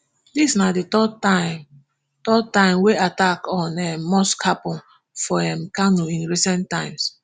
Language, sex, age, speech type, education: Nigerian Pidgin, female, 15-29, spontaneous, tertiary